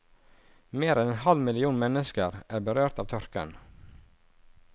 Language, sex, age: Norwegian, male, 37